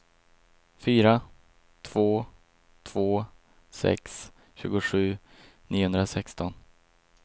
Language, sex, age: Swedish, male, 22